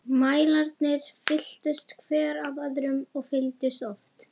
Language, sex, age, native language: Icelandic, female, 11, Icelandic